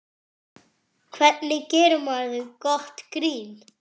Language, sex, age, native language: Icelandic, male, 8, French